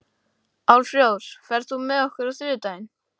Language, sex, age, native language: Icelandic, male, 12, Icelandic